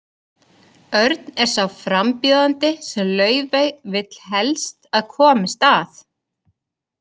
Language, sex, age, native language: Icelandic, female, 30-39, Icelandic